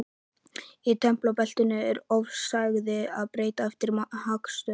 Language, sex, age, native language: Icelandic, male, 11, Icelandic